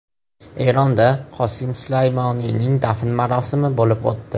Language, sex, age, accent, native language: Uzbek, male, 18-24, Farg'ona, Uzbek